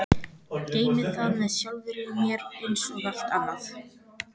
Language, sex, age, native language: Icelandic, female, 14, Icelandic